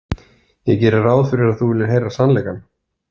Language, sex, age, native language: Icelandic, male, 30-39, Icelandic